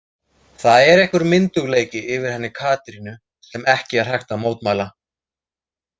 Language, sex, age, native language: Icelandic, male, 30-39, Icelandic